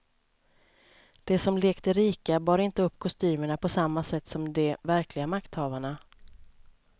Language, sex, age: Swedish, female, 29